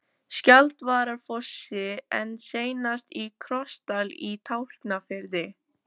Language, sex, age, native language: Icelandic, female, 14, Icelandic